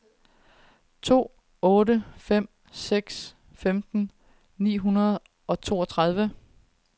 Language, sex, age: Danish, female, 30